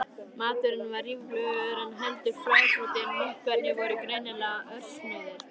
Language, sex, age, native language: Icelandic, female, 13, Icelandic